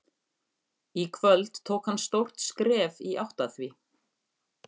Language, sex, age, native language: Icelandic, female, 50-59, Icelandic